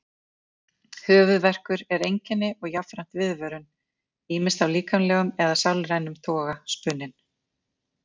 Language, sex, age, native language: Icelandic, female, 50-59, Icelandic